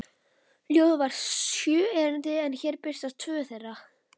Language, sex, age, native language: Icelandic, male, 11, Icelandic